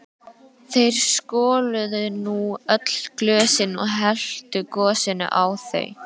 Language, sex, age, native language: Icelandic, female, 13, Icelandic